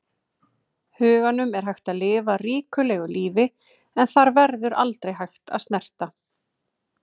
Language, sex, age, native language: Icelandic, female, 30-39, Icelandic